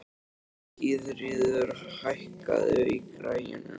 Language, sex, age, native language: Icelandic, male, 13, Icelandic